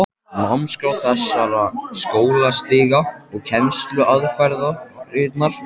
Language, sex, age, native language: Icelandic, male, 14, Icelandic